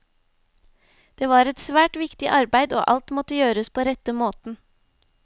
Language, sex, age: Norwegian, female, 25